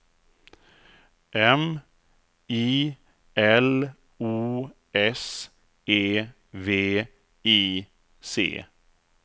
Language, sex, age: Swedish, male, 34